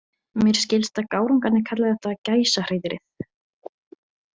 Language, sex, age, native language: Icelandic, female, 18-19, Icelandic